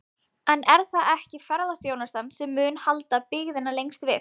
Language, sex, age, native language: Icelandic, female, 20-29, Icelandic